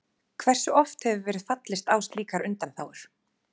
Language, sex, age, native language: Icelandic, female, 30-39, Icelandic